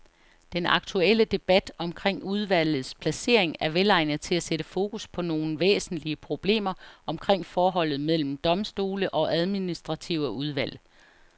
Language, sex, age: Danish, female, 49